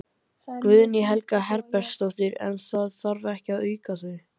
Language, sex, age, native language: Icelandic, male, 14, Icelandic